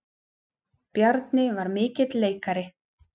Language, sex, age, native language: Icelandic, female, 30-39, Icelandic